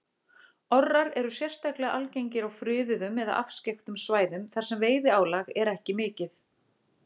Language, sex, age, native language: Icelandic, female, 40-49, Icelandic